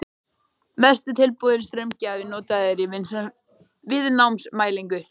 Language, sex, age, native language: Icelandic, male, 13, Icelandic